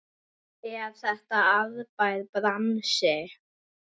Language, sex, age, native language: Icelandic, male, 8, Icelandic